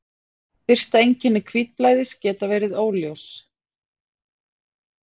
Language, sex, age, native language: Icelandic, female, 40-49, Icelandic